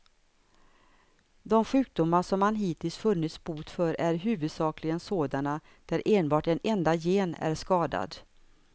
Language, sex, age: Swedish, female, 59